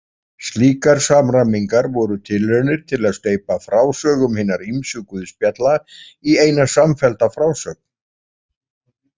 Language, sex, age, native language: Icelandic, male, 40-49, Icelandic